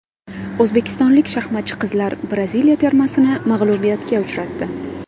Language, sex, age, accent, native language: Uzbek, female, 18-24, Andijon, Uzbek